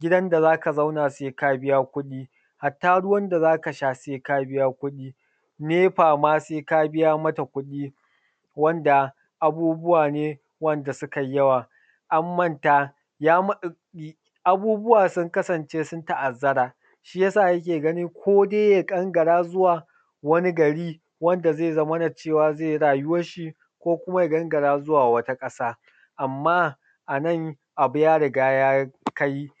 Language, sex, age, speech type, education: Hausa, male, 30-45, spontaneous, tertiary